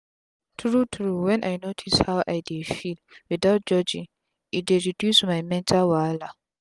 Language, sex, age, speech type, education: Nigerian Pidgin, female, 15-29, spontaneous, tertiary